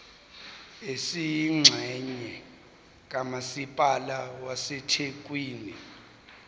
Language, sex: Zulu, male